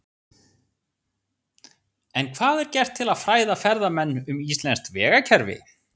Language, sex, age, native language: Icelandic, male, 40-49, Icelandic